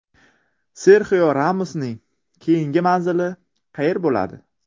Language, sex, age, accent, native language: Uzbek, male, 18-24, Qashqadaryo, Uzbek